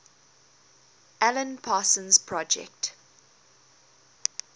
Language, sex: English, female